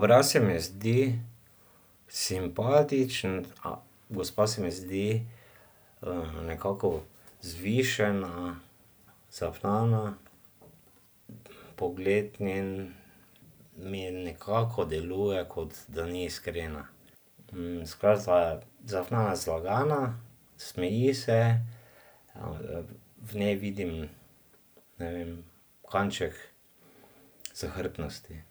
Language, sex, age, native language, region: Slovenian, male, 50-59, Slovenian, Drava region